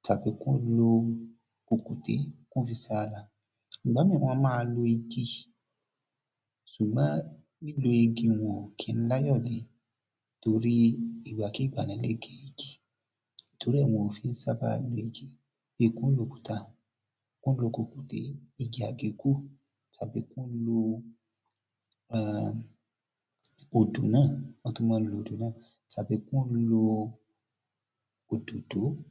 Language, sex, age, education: Yoruba, male, 30-45, tertiary